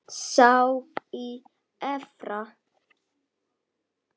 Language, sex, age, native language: Icelandic, male, 8, Icelandic